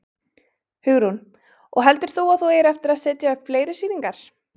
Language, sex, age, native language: Icelandic, female, 20-29, Icelandic